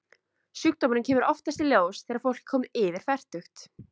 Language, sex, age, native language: Icelandic, female, 20-29, Icelandic